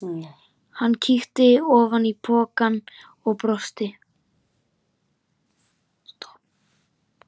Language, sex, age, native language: Icelandic, male, 13, Icelandic